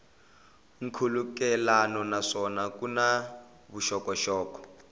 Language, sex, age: Tsonga, male, 21